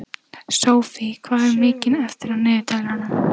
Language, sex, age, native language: Icelandic, female, 14, Icelandic